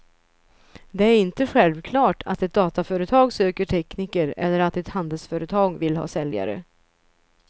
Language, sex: Swedish, female